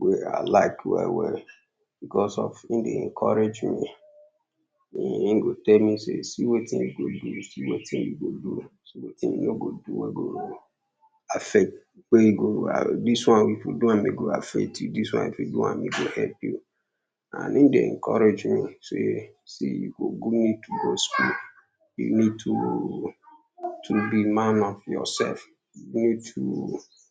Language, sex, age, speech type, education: Nigerian Pidgin, male, 15-29, spontaneous, secondary